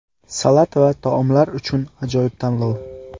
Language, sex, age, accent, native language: Uzbek, male, 18-24, Qashqadaryo, Uzbek